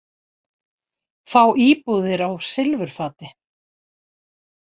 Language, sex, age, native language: Icelandic, female, 60-69, Icelandic